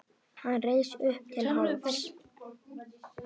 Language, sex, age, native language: Icelandic, female, 10, Icelandic